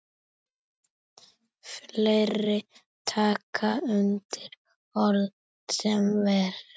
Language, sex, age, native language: Icelandic, female, 7, Icelandic